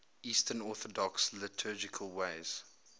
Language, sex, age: English, male, 22